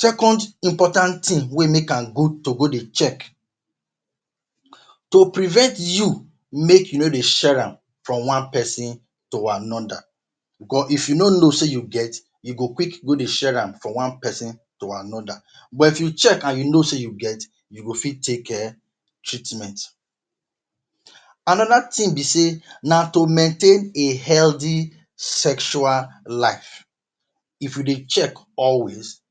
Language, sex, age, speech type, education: Nigerian Pidgin, male, 30-45, spontaneous, tertiary